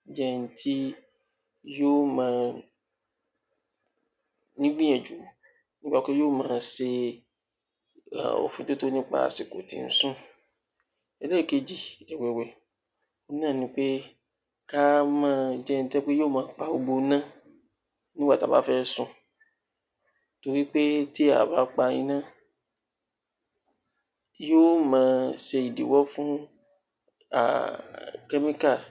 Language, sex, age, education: Yoruba, male, 30-45, tertiary